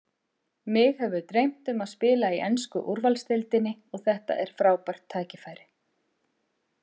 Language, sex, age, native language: Icelandic, female, 50-59, Icelandic